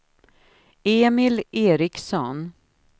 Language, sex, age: Swedish, female, 53